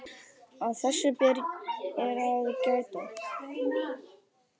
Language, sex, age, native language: Icelandic, male, 10, Icelandic